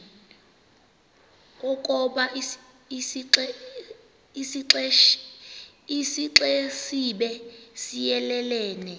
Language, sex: Xhosa, female